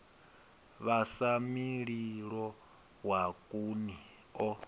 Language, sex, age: Venda, male, 22